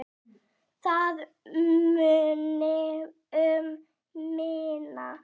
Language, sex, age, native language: Icelandic, female, 8, Icelandic